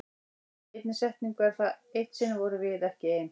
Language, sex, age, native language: Icelandic, female, 18-19, Icelandic